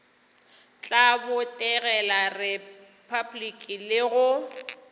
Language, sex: Northern Sotho, female